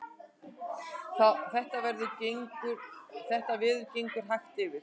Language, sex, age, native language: Icelandic, female, 60-69, Icelandic